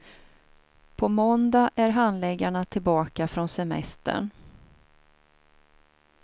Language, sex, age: Swedish, female, 42